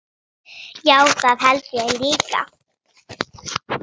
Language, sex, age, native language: Icelandic, female, 6, Icelandic